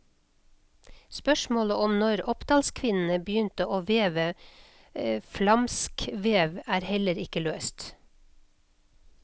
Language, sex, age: Norwegian, female, 56